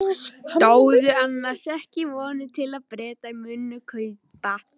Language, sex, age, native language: Icelandic, male, 11, Icelandic